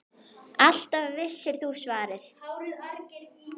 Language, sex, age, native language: Icelandic, male, 10, Icelandic